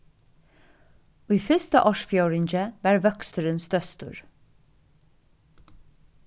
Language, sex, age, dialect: Faroese, female, 36-60, Suðurstreymoy